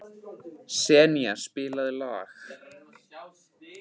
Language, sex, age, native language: Icelandic, male, 15, Icelandic